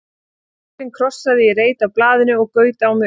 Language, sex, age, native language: Icelandic, female, 20-29, Icelandic